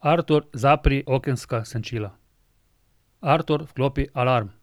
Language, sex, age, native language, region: Slovenian, male, 50-59, Slovenian, Drava region